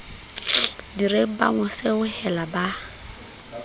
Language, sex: Southern Sotho, female